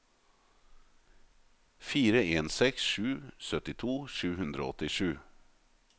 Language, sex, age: Norwegian, male, 38